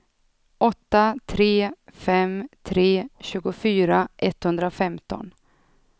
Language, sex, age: Swedish, female, 32